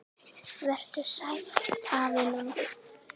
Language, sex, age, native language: Icelandic, female, 10, Icelandic